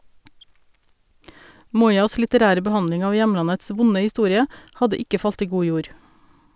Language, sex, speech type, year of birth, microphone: Norwegian, female, read, 1972, Sennheiser